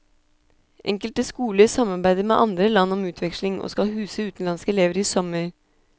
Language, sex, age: Norwegian, female, 26